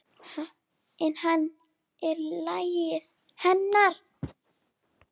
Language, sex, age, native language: Icelandic, female, 9, Icelandic